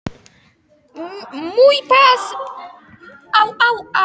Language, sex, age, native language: Icelandic, female, 18-19, Polish